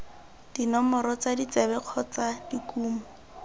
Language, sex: Tswana, female